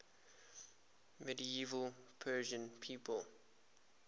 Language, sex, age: English, male, 24